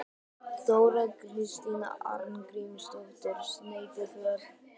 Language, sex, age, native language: Icelandic, male, 12, Icelandic